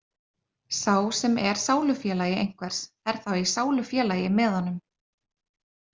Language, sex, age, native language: Icelandic, female, 30-39, Icelandic